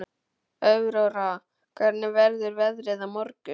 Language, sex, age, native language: Icelandic, male, 12, Icelandic